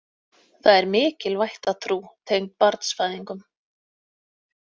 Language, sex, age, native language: Icelandic, female, 30-39, Icelandic